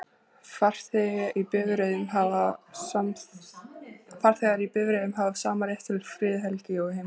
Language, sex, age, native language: Icelandic, female, 20-29, Icelandic